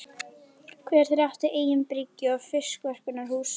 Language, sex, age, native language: Icelandic, female, 11, Icelandic